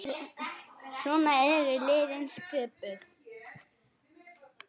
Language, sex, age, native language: Icelandic, female, 9, Icelandic